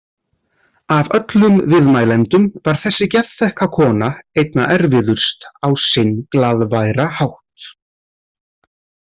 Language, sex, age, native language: Icelandic, male, 30-39, Icelandic